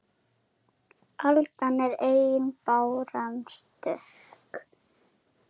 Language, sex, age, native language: Icelandic, female, 7, Icelandic